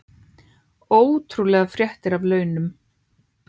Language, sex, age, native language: Icelandic, female, 18-19, Icelandic